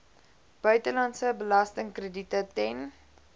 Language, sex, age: Afrikaans, female, 20